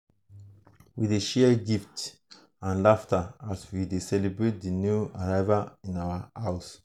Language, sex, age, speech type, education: Nigerian Pidgin, male, 30-45, spontaneous, tertiary